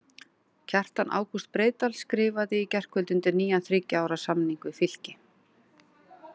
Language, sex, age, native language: Icelandic, female, 40-49, Icelandic